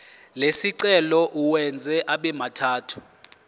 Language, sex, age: Zulu, male, 24